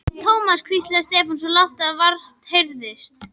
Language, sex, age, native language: Icelandic, female, 11, Icelandic